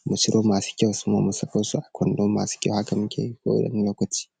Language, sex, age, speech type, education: Hausa, male, 15-29, spontaneous, secondary